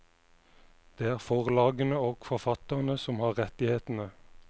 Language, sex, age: Norwegian, male, 29